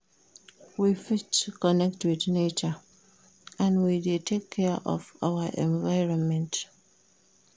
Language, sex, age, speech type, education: Nigerian Pidgin, female, 30-45, read, primary